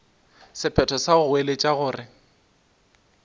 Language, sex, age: Northern Sotho, male, 20